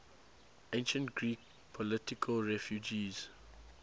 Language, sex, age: English, male, 19